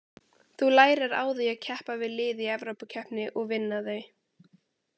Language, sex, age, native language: Icelandic, female, 18-19, Icelandic